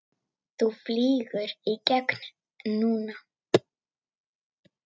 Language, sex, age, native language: Icelandic, female, 9, Icelandic